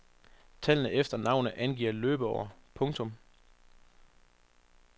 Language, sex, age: Danish, male, 25